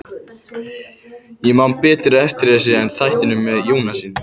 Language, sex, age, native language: Icelandic, male, 14, Icelandic